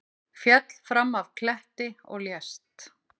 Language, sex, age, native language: Icelandic, female, 50-59, Icelandic